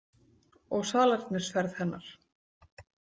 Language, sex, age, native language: Icelandic, female, 40-49, Icelandic